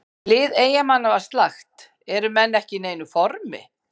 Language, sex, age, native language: Icelandic, female, 50-59, Icelandic